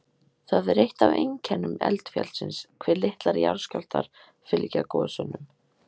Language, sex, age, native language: Icelandic, female, 18-19, Icelandic